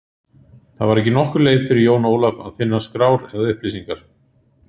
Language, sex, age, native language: Icelandic, male, 40-49, Icelandic